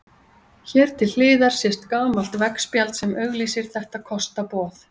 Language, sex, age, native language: Icelandic, female, 50-59, Icelandic